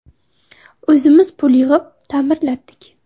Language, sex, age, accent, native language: Uzbek, female, 18-24, Navoiy, Uzbek